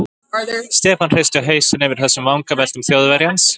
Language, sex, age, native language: Icelandic, male, 20-29, Icelandic